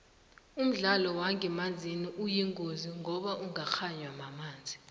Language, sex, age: South Ndebele, female, 19